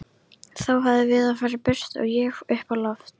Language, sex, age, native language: Icelandic, female, 13, Icelandic